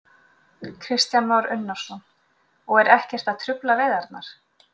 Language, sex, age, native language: Icelandic, female, 40-49, Icelandic